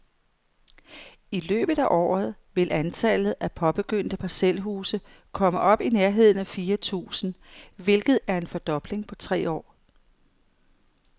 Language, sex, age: Danish, female, 55